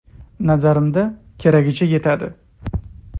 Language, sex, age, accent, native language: Uzbek, male, 30-39, Toshkent viloyati, Uzbek